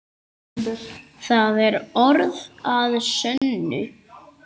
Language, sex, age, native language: Icelandic, male, 8, Icelandic